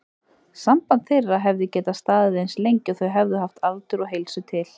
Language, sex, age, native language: Icelandic, female, 30-39, Icelandic